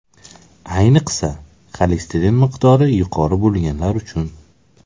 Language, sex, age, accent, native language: Uzbek, male, 18-24, Samarqand, Uzbek